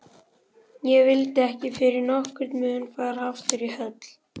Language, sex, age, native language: Icelandic, male, 11, Icelandic